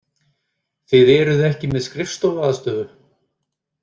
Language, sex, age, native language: Icelandic, male, 30-39, Icelandic